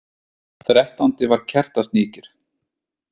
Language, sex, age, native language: Icelandic, male, 30-39, Icelandic